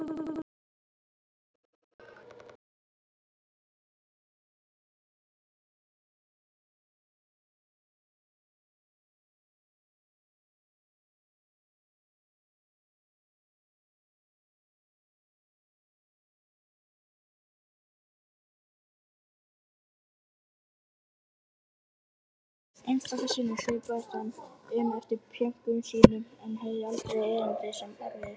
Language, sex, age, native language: Icelandic, male, 18-19, Icelandic